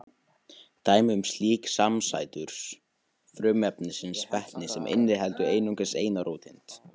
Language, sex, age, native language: Icelandic, male, 18-19, Icelandic